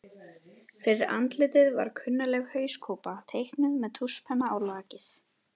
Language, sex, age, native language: Icelandic, female, 12, Icelandic